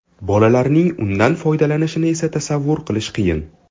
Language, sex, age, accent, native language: Uzbek, male, 12-17, Toshkent shahri, Uzbek